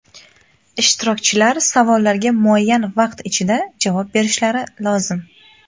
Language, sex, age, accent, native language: Uzbek, female, 19-29, Farg'ona, Uzbek